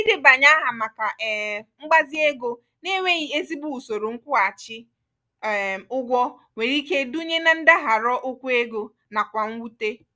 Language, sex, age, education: Igbo, female, 15-29, tertiary